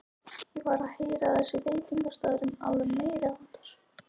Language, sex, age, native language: Icelandic, female, 13, Icelandic